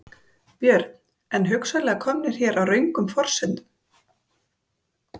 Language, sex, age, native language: Icelandic, female, 30-39, Icelandic